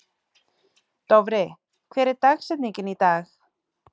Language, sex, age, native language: Icelandic, female, 30-39, Icelandic